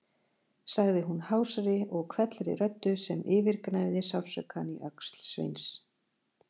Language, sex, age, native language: Icelandic, female, 40-49, Icelandic